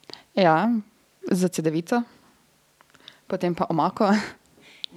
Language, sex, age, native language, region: Slovenian, female, 18-29, Serbian, Drava region